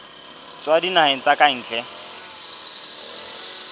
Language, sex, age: Southern Sotho, male, 26